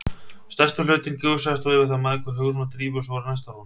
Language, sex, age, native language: Icelandic, male, 30-39, Icelandic